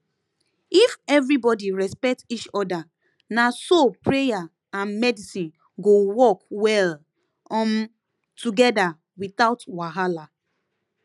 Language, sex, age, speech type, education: Nigerian Pidgin, female, 15-29, spontaneous, tertiary